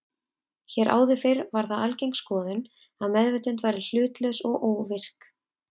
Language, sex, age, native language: Icelandic, female, 30-39, Icelandic